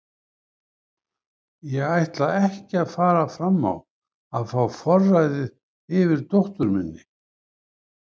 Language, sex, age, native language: Icelandic, male, 70-79, Icelandic